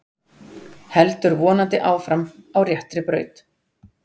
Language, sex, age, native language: Icelandic, female, 40-49, Icelandic